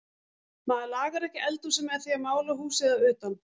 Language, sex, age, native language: Icelandic, female, 40-49, Icelandic